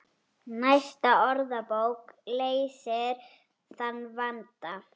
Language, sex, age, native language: Icelandic, male, 6, Icelandic